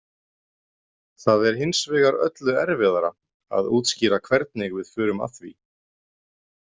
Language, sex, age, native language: Icelandic, male, 30-39, Icelandic